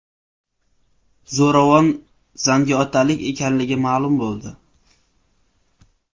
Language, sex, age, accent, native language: Uzbek, male, 18-24, Samarqand, Uzbek